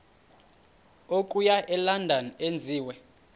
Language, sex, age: Xhosa, male, 31